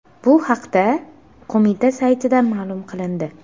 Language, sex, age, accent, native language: Uzbek, female, 18-24, Sirdaryo, Uzbek